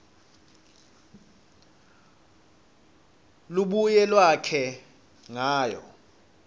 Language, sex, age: Swati, male, 26